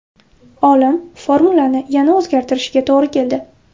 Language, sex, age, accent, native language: Uzbek, female, 18-24, Buxoro, Uzbek